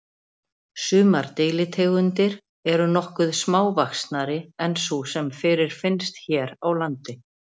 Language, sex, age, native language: Icelandic, female, 40-49, Icelandic